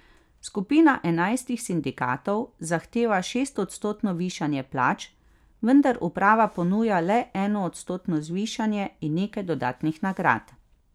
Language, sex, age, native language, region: Slovenian, female, 30-49, Slovenian, Carinthia region